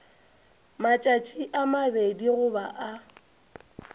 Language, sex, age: Northern Sotho, female, 22